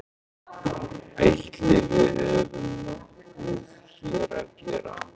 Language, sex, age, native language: Icelandic, male, 15, Icelandic